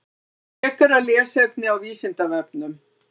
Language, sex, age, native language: Icelandic, female, 60-69, Icelandic